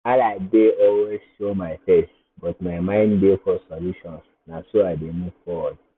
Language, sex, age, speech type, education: Nigerian Pidgin, male, 15-29, spontaneous, secondary